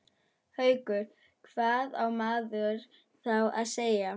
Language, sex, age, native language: Icelandic, female, 11, German